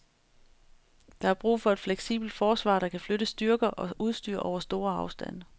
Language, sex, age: Danish, female, 35